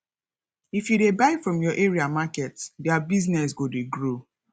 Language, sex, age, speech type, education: Nigerian Pidgin, female, 15-29, spontaneous, tertiary